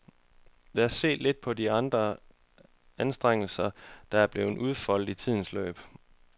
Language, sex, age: Danish, male, 31